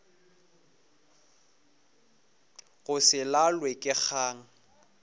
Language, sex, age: Northern Sotho, male, 24